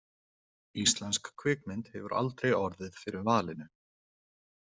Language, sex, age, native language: Icelandic, male, 20-29, Icelandic